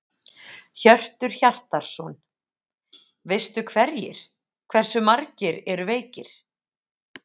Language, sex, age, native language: Icelandic, female, 40-49, Icelandic